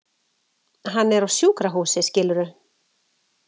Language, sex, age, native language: Icelandic, female, 40-49, Icelandic